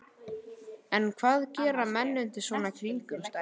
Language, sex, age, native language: Icelandic, male, 11, Icelandic